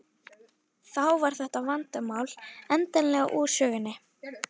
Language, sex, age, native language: Icelandic, female, 12, Icelandic